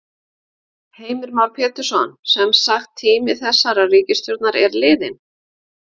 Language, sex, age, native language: Icelandic, female, 50-59, Icelandic